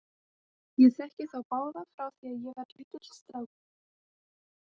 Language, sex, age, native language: Icelandic, female, 18-19, Icelandic